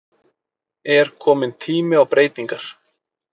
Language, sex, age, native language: Icelandic, male, 30-39, Icelandic